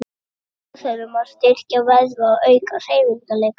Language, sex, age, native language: Icelandic, male, 60-69, Icelandic